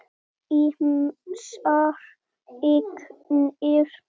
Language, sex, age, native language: Icelandic, male, 7, Icelandic